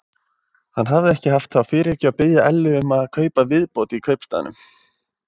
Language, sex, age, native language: Icelandic, male, 20-29, Icelandic